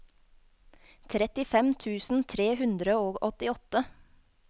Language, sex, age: Norwegian, female, 24